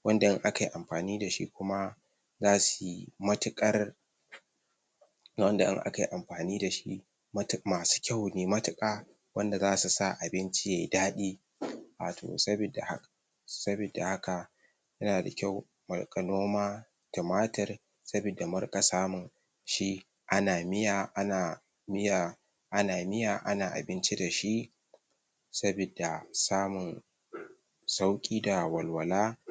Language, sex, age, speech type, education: Hausa, male, 15-29, spontaneous, tertiary